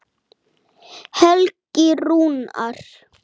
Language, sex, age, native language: Icelandic, male, 8, Icelandic